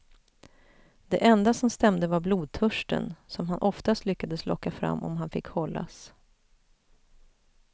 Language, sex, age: Swedish, female, 41